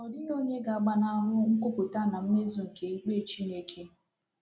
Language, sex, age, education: Igbo, female, 15-29, tertiary